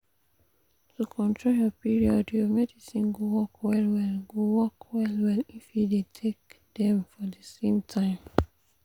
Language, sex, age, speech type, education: Nigerian Pidgin, female, 15-29, spontaneous, tertiary